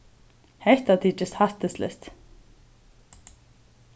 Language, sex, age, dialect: Faroese, female, 36-60, Suðurstreymoy